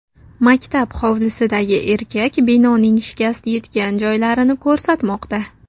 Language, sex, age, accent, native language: Uzbek, female, 19-29, Navoiy, Uzbek